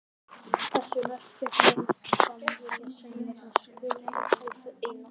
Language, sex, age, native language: Icelandic, male, 20-29, Icelandic